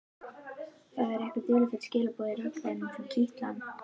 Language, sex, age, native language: Icelandic, female, 11, Icelandic